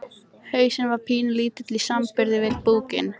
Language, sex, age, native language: Icelandic, female, 13, Icelandic